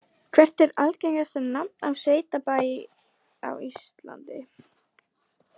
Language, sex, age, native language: Icelandic, female, 20-29, Icelandic